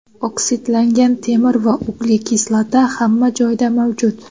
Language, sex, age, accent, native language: Uzbek, female, 19-29, Xorazm, Uzbek